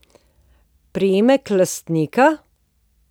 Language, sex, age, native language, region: Slovenian, female, 50-59, Slovenian, Posavska region